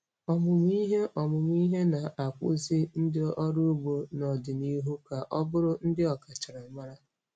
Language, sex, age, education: Igbo, female, 30-45, tertiary